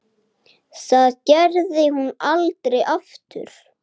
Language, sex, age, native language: Icelandic, male, 8, Icelandic